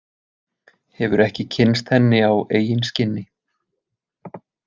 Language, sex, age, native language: Icelandic, male, 20-29, Icelandic